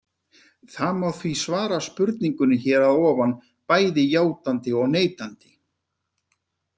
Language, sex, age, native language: Icelandic, male, 50-59, Icelandic